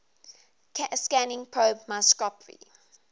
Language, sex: English, female